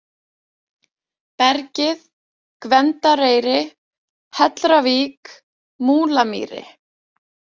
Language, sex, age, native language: Icelandic, female, 20-29, Icelandic